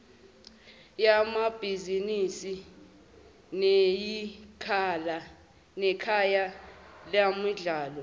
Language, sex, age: Zulu, male, 18